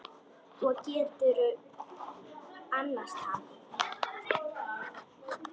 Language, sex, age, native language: Icelandic, female, 10, Icelandic